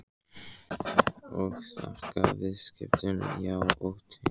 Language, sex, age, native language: Icelandic, male, 14, Icelandic